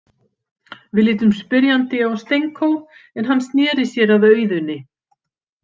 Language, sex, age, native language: Icelandic, female, 50-59, Icelandic